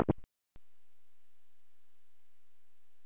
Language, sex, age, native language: Icelandic, male, 13, Icelandic